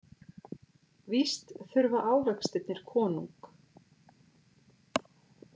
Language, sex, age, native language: Icelandic, female, 40-49, Icelandic